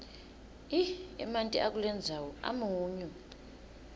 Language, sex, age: Swati, female, 22